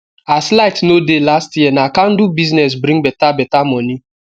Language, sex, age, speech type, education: Nigerian Pidgin, male, 15-29, spontaneous, tertiary